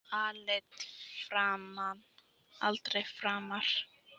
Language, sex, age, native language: Icelandic, female, 13, Icelandic